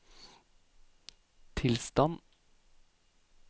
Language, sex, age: Norwegian, male, 28